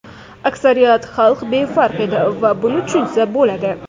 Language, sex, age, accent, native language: Uzbek, female, 18-24, Toshkent shahri, Uzbek